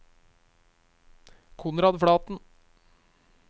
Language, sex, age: Norwegian, male, 23